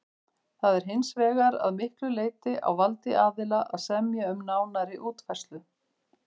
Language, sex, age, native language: Icelandic, female, 50-59, Icelandic